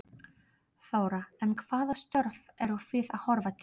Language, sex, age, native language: Icelandic, female, 30-39, Polish